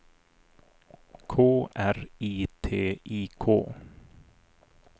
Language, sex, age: Swedish, male, 40